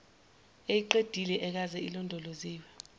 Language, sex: Zulu, female